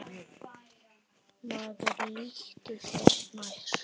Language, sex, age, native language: Icelandic, male, 9, Icelandic